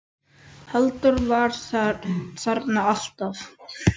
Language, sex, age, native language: Icelandic, male, 10, Icelandic